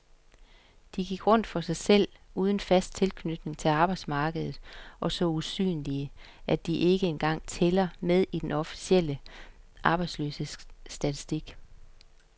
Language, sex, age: Danish, female, 50